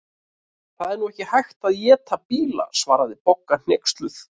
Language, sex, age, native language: Icelandic, male, 30-39, Icelandic